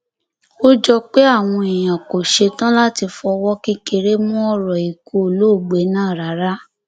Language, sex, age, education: Yoruba, female, 15-29, tertiary